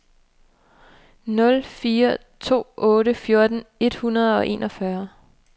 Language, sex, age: Danish, female, 29